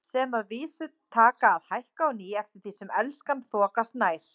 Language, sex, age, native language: Icelandic, female, 30-39, Icelandic